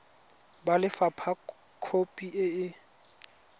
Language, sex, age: Tswana, male, 20